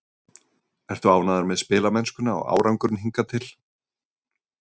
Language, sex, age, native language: Icelandic, male, 30-39, Icelandic